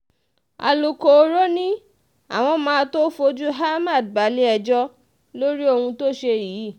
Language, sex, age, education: Yoruba, female, 15-29, tertiary